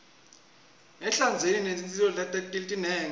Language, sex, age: Swati, male, 26